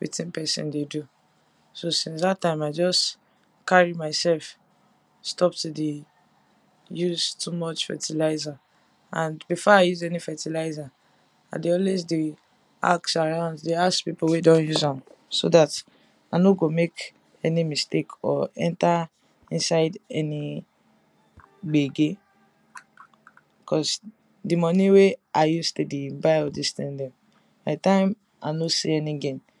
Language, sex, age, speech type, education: Nigerian Pidgin, female, 15-29, spontaneous, tertiary